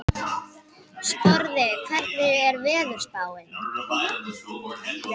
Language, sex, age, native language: Icelandic, female, 11, Icelandic